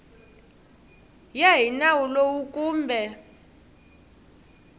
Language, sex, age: Tsonga, female, 23